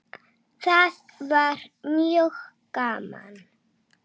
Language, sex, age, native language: Icelandic, female, 6, Icelandic